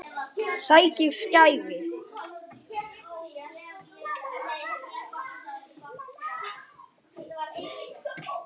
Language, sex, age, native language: Icelandic, male, 8, Icelandic